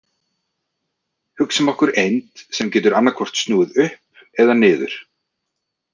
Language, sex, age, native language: Icelandic, male, 30-39, Icelandic